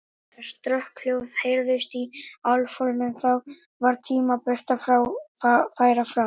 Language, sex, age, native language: Icelandic, male, 18-19, Icelandic